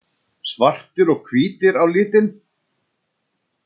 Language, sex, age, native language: Icelandic, male, 60-69, Icelandic